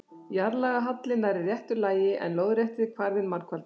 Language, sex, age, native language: Icelandic, female, 60-69, Icelandic